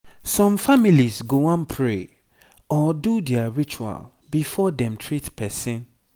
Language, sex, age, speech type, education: Nigerian Pidgin, male, 30-45, spontaneous, tertiary